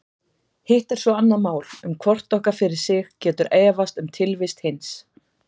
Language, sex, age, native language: Icelandic, female, 40-49, Icelandic